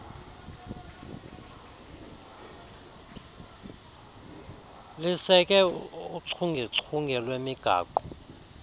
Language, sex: Xhosa, male